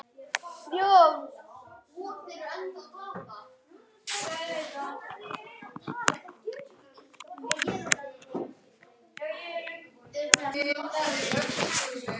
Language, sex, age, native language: Icelandic, male, 9, Icelandic